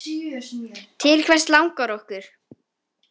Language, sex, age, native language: Icelandic, female, 18-19, Icelandic